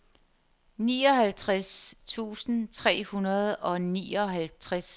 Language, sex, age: Danish, female, 50